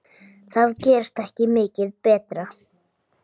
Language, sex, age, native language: Icelandic, male, 8, Icelandic